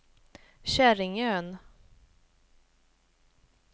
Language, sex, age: Swedish, female, 28